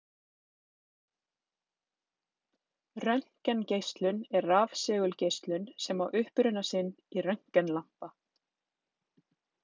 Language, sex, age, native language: Icelandic, female, 30-39, Icelandic